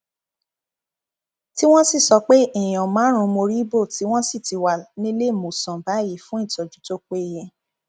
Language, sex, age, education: Yoruba, female, 15-29, tertiary